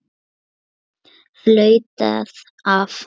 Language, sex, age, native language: Icelandic, female, 9, Lithuanian